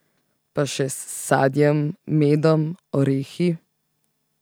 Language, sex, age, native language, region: Slovenian, female, 18-29, Slovenian, Central Slovenia